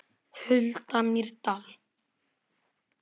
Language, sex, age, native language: Icelandic, male, 10, Icelandic